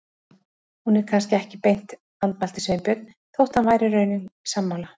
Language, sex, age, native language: Icelandic, female, 40-49, Icelandic